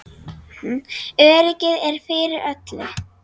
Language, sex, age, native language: Icelandic, female, 7, Icelandic